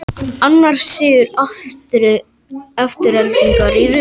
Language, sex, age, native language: Icelandic, male, 18-19, Icelandic